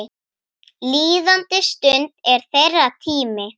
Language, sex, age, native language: Icelandic, female, 9, Icelandic